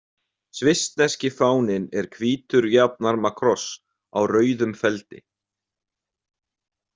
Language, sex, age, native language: Icelandic, male, 20-29, Icelandic